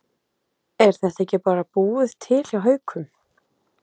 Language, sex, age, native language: Icelandic, female, 30-39, Icelandic